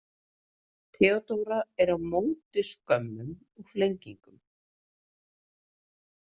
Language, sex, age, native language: Icelandic, female, 30-39, Icelandic